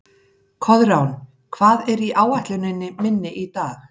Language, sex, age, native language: Icelandic, female, 50-59, Icelandic